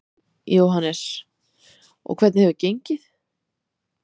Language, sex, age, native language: Icelandic, female, 30-39, Icelandic